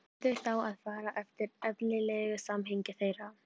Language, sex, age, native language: Icelandic, female, 12, Icelandic